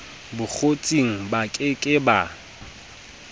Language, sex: Southern Sotho, male